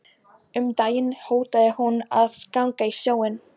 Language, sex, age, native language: Icelandic, female, 18-19, Polish